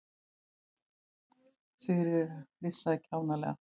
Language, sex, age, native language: Icelandic, female, 18-19, Icelandic